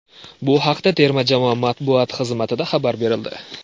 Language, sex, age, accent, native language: Uzbek, male, 25-34, Andijon, Uzbek